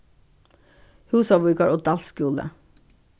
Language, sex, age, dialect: Faroese, female, 61+, Suðurstreymoy